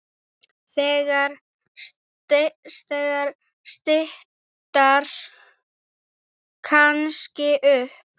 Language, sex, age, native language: Icelandic, female, 8, Icelandic